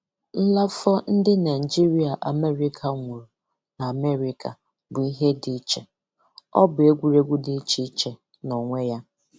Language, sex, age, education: Igbo, female, 15-29, tertiary